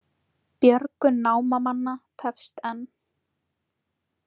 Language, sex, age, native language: Icelandic, female, 20-29, Icelandic